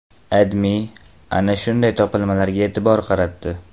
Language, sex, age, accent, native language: Uzbek, male, 18-24, Farg'ona, Uzbek